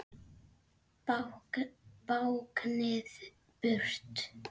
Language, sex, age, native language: Icelandic, female, 10, Icelandic